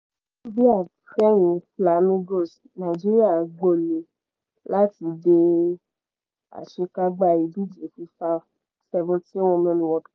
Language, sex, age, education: Yoruba, female, 15-29, secondary